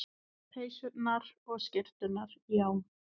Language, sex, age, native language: Icelandic, female, 20-29, Icelandic